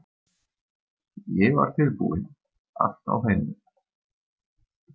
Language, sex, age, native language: Icelandic, male, 30-39, German